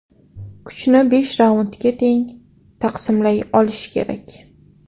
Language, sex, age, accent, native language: Uzbek, female, 18-24, Toshkent viloyati, Uzbek